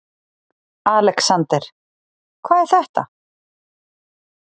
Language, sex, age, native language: Icelandic, female, 40-49, Icelandic